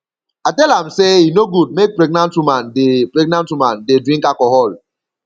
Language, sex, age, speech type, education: Nigerian Pidgin, male, 30-45, spontaneous, secondary